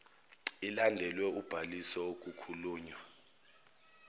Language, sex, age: Zulu, male, 29